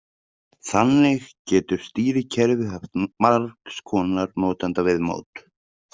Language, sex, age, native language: Icelandic, male, 30-39, Icelandic